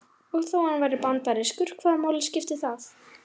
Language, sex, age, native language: Icelandic, female, 11, Icelandic